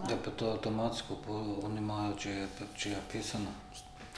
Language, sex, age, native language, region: Slovenian, male, 50-59, Slovenian, Drava region